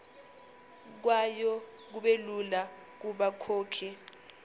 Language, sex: Zulu, female